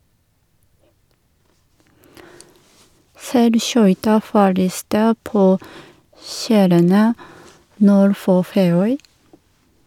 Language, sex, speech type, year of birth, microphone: Norwegian, female, read, 1978, Shure